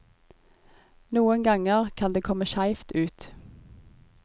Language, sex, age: Norwegian, female, 25